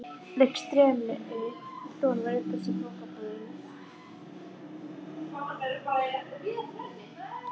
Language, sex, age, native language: Icelandic, female, 11, Icelandic